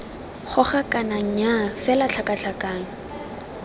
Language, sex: Tswana, female